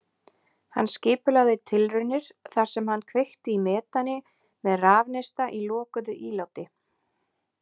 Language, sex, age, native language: Icelandic, female, 20-29, Icelandic